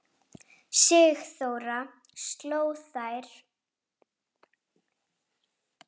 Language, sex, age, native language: Icelandic, female, 7, Icelandic